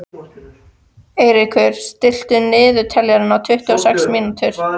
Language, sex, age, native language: Icelandic, female, 14, Icelandic